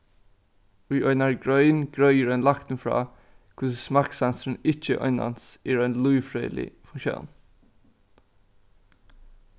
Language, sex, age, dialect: Faroese, male, 15-35, Norðuroyggjar